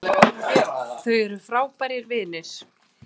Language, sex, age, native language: Icelandic, female, 20-29, Icelandic